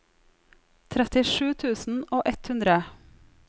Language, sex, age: Norwegian, female, 34